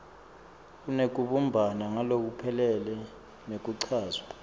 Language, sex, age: Swati, male, 24